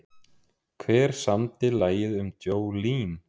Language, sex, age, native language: Icelandic, male, 30-39, Icelandic